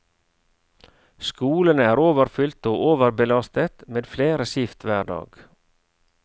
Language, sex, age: Norwegian, male, 49